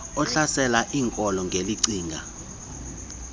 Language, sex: Xhosa, male